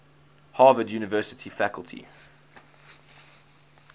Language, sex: English, male